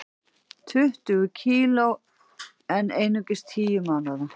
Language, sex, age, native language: Icelandic, female, 40-49, Icelandic